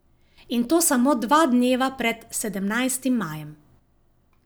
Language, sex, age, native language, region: Slovenian, female, 50-59, Slovenian, Savinja region